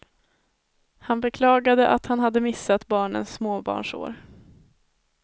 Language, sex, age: Swedish, female, 21